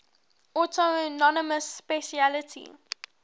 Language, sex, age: English, female, 18